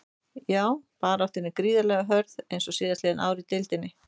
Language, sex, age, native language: Icelandic, female, 30-39, Icelandic